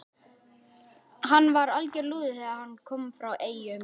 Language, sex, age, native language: Icelandic, male, 11, Icelandic